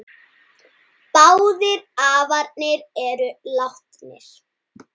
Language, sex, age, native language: Icelandic, male, 9, Icelandic